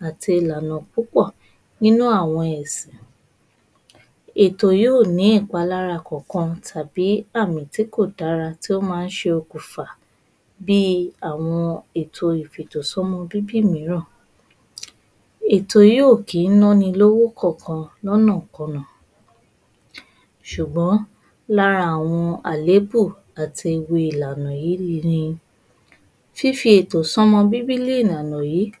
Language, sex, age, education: Yoruba, female, 15-29, tertiary